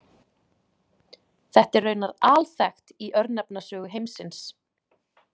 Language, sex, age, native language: Icelandic, female, 20-29, Icelandic